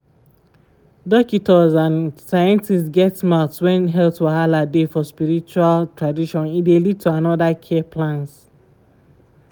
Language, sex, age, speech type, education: Nigerian Pidgin, female, 15-29, spontaneous, tertiary